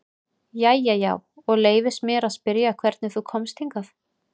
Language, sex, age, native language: Icelandic, female, 30-39, Icelandic